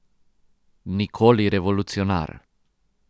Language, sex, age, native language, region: Slovenian, male, 30-49, Croatian, Posavska region